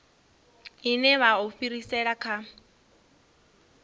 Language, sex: Venda, female